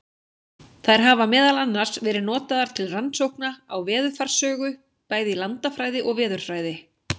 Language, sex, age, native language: Icelandic, female, 16, Icelandic